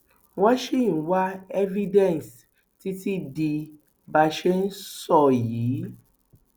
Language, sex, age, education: Yoruba, female, 30-45, tertiary